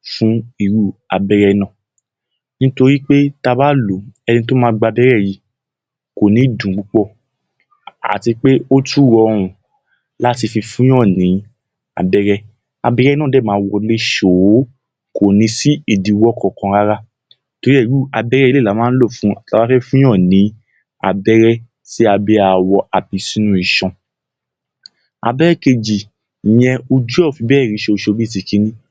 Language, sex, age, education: Yoruba, male, 15-29, tertiary